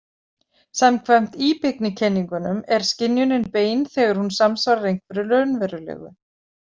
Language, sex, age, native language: Icelandic, female, 40-49, Icelandic